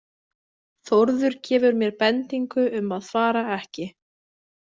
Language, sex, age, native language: Icelandic, female, 20-29, Icelandic